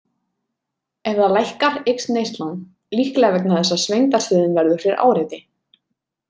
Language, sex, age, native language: Icelandic, female, 30-39, Icelandic